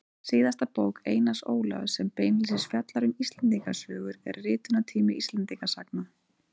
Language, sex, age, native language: Icelandic, female, 30-39, Icelandic